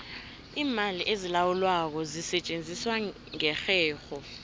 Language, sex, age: South Ndebele, female, 19